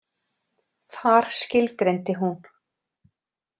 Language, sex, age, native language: Icelandic, female, 40-49, Icelandic